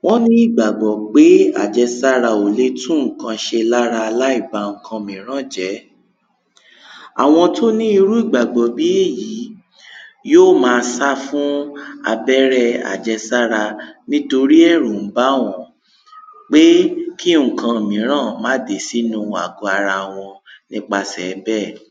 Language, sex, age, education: Yoruba, male, 15-29, tertiary